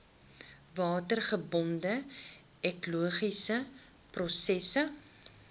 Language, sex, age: Afrikaans, female, 21